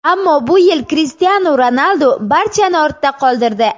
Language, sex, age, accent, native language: Uzbek, female, 18-24, Surxondaryo, Uzbek